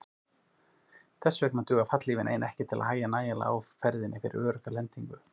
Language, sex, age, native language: Icelandic, male, 40-49, Icelandic